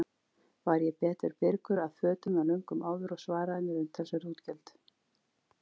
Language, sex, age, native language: Icelandic, female, 40-49, Icelandic